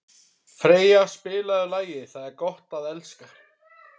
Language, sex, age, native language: Icelandic, male, 30-39, Icelandic